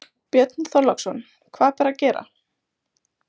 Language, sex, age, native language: Icelandic, female, 20-29, Icelandic